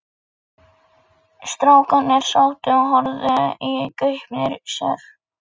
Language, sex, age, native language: Icelandic, male, 11, Icelandic